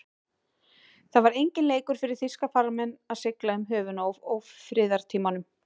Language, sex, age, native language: Icelandic, female, 18-19, Icelandic